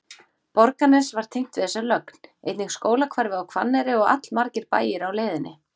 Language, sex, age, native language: Icelandic, female, 40-49, Icelandic